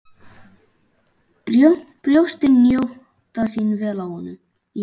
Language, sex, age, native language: Icelandic, male, 11, Icelandic